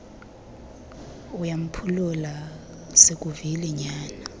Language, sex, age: Xhosa, female, 23